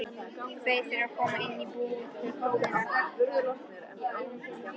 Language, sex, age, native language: Icelandic, female, 13, Icelandic